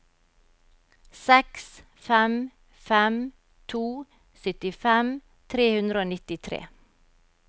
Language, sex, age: Norwegian, female, 52